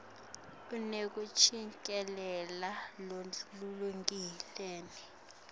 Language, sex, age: Swati, female, 18